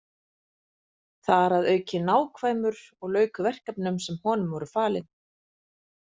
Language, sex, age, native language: Icelandic, female, 40-49, Icelandic